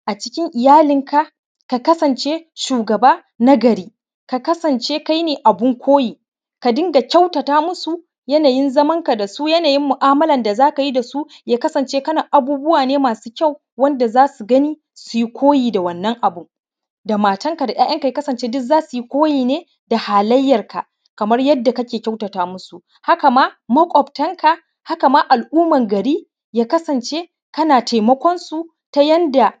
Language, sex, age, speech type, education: Hausa, male, 30-45, spontaneous, primary